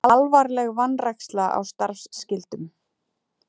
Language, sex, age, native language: Icelandic, female, 40-49, Icelandic